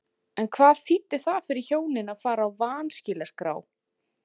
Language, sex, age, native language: Icelandic, female, 40-49, Icelandic